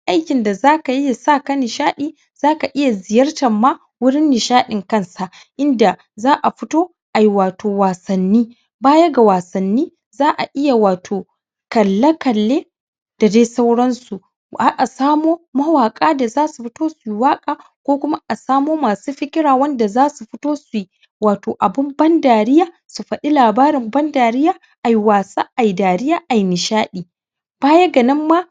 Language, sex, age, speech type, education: Hausa, male, 15-29, spontaneous, secondary